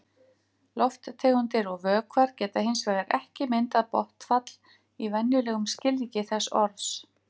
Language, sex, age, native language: Icelandic, female, 50-59, Icelandic